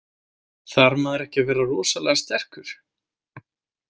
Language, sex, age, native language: Icelandic, male, 18-19, Icelandic